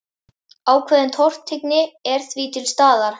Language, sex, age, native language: Icelandic, male, 11, Icelandic